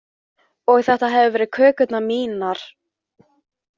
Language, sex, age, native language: Icelandic, female, 15, Icelandic